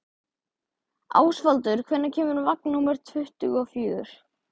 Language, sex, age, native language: Icelandic, male, 12, Icelandic